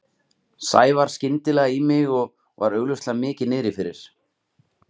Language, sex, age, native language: Icelandic, male, 30-39, Icelandic